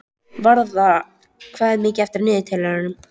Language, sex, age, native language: Icelandic, female, 13, Icelandic